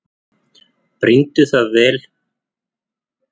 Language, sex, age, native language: Icelandic, male, 40-49, Icelandic